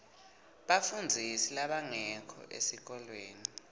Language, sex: Swati, male